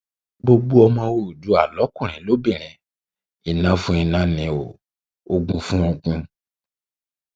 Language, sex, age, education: Yoruba, male, 30-45, tertiary